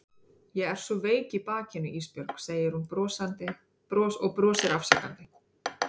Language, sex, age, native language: Icelandic, female, 30-39, Icelandic